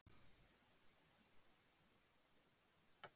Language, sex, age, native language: Icelandic, female, 70-79, Icelandic